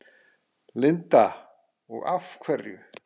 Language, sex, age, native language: Icelandic, female, 10, Icelandic